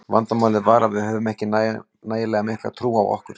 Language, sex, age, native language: Icelandic, male, 40-49, Icelandic